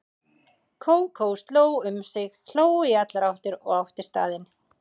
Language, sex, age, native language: Icelandic, female, 30-39, Icelandic